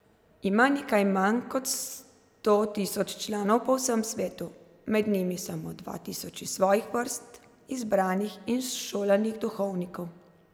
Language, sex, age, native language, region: Slovenian, female, 30-49, Slovenian, Zasavska region